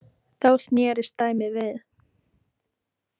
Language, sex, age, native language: Icelandic, female, 18-19, Icelandic